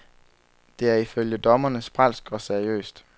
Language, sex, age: Danish, male, 23